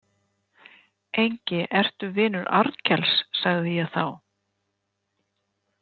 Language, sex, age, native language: Icelandic, female, 50-59, Icelandic